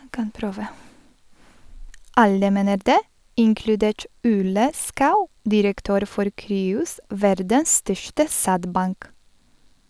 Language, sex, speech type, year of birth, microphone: Norwegian, female, read, 1986, Sennheiser